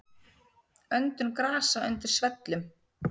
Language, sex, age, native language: Icelandic, female, 30-39, Icelandic